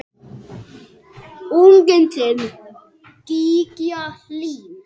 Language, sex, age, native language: Icelandic, male, 8, Icelandic